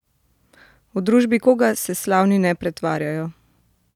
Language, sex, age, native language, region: Slovenian, female, 30-49, Slovenian, Central Slovenia